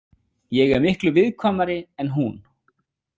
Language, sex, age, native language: Icelandic, male, 40-49, Icelandic